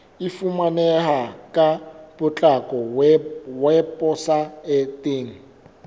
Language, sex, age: Southern Sotho, male, 24